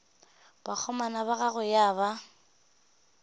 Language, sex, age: Northern Sotho, female, 18